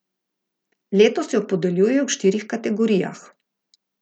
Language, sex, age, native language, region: Slovenian, female, 50-59, Slovenian, Gorica region